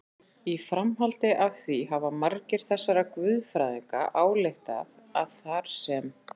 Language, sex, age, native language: Icelandic, female, 40-49, Icelandic